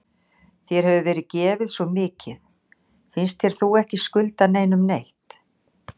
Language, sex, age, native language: Icelandic, female, 60-69, Icelandic